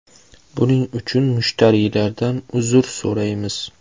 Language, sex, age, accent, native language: Uzbek, male, 25-34, Toshkent shahri, Uzbek